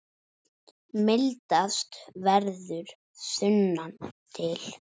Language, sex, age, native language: Icelandic, male, 10, Icelandic